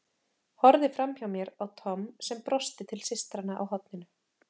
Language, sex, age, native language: Icelandic, female, 30-39, Icelandic